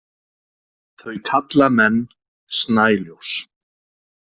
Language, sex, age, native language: Icelandic, male, 40-49, Icelandic